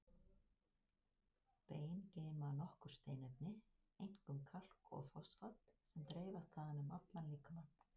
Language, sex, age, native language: Icelandic, female, 50-59, Icelandic